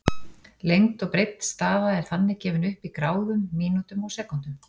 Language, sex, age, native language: Icelandic, female, 40-49, Icelandic